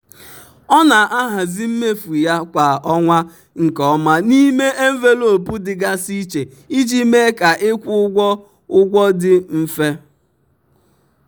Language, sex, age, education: Igbo, male, 30-45, tertiary